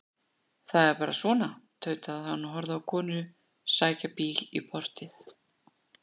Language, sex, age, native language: Icelandic, female, 60-69, Icelandic